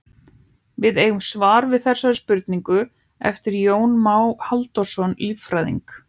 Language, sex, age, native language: Icelandic, female, 18-19, Icelandic